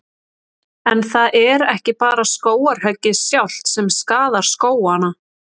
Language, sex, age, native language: Icelandic, female, 30-39, Icelandic